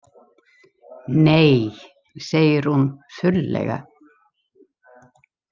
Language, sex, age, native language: Icelandic, female, 70-79, Icelandic